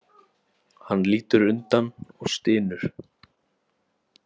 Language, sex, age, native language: Icelandic, male, 18-19, Icelandic